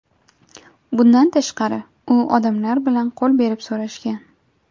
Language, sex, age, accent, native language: Uzbek, female, 18-24, Jizzax, Uzbek